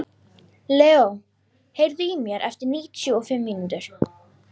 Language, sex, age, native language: Icelandic, female, 12, Icelandic